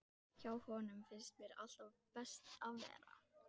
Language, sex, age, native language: Icelandic, female, 14, Icelandic